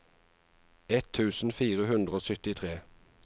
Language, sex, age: Norwegian, male, 49